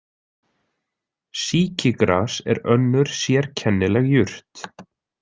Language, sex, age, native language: Icelandic, male, 20-29, Icelandic